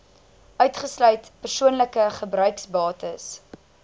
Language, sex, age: Afrikaans, female, 19